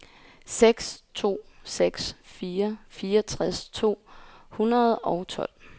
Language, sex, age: Danish, female, 20